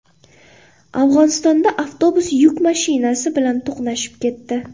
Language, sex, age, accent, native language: Uzbek, female, 18-24, Qoraqalpog'iston, Uzbek